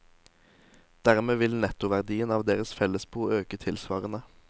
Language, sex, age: Norwegian, male, 18